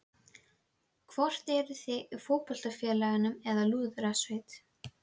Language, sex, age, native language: Icelandic, female, 12, Icelandic